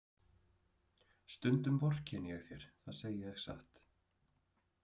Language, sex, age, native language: Icelandic, male, 30-39, Icelandic